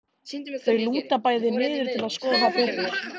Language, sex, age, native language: Icelandic, male, 13, Icelandic